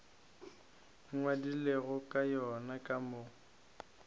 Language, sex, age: Northern Sotho, male, 22